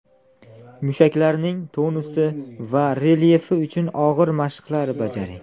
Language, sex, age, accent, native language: Uzbek, male, 19-29, Andijon, Uzbek